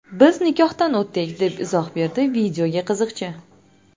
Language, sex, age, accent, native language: Uzbek, female, 25-34, Navoiy, Uzbek